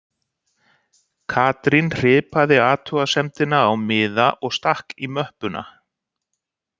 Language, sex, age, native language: Icelandic, male, 60-69, Icelandic